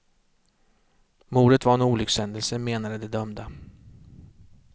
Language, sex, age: Swedish, male, 36